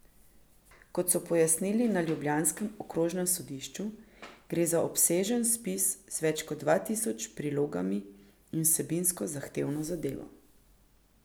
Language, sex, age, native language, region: Slovenian, female, 50-59, Slovenian, Central Slovenia